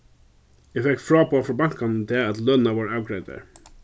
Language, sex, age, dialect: Faroese, male, 36-60, Suðurstreymoy